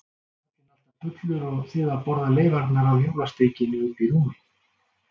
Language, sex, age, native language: Icelandic, male, 60-69, Icelandic